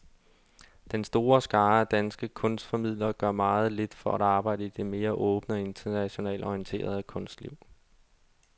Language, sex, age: Danish, male, 32